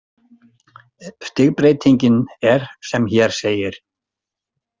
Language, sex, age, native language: Icelandic, male, 60-69, Icelandic